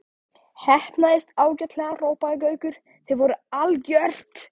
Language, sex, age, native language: Icelandic, male, 14, Icelandic